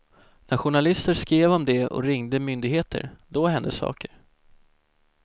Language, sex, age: Swedish, male, 17